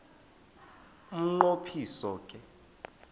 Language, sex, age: Xhosa, male, 20